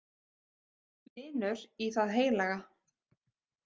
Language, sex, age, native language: Icelandic, female, 30-39, Icelandic